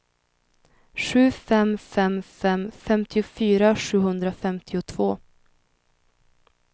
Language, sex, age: Swedish, female, 21